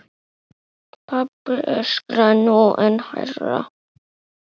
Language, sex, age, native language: Icelandic, male, 8, Icelandic